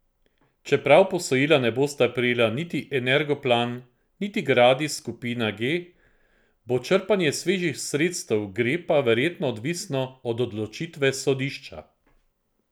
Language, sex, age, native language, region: Slovenian, male, 50-59, Slovenian, Central Slovenia